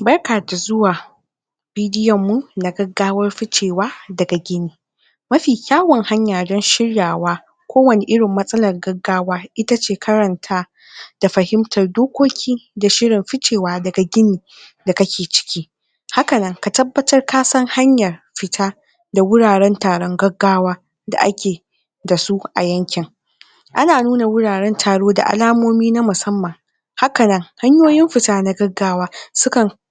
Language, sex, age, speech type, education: Hausa, female, 46-60, spontaneous, tertiary